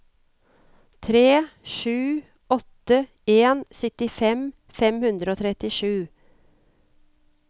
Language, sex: Norwegian, female